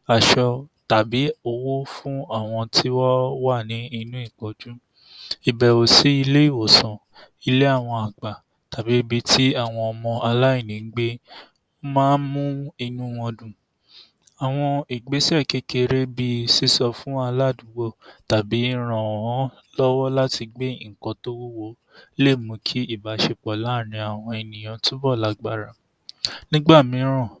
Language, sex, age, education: Yoruba, male, 46-60, tertiary